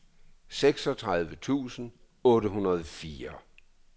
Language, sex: Danish, male